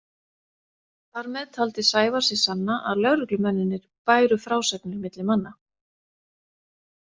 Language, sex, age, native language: Icelandic, female, 40-49, Icelandic